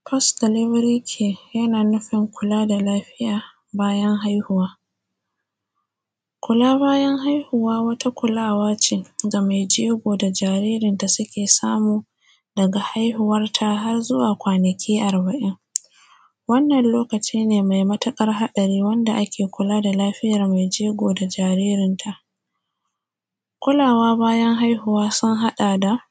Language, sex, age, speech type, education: Hausa, female, 15-29, spontaneous, primary